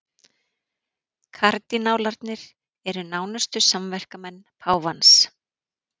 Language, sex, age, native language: Icelandic, female, 40-49, Icelandic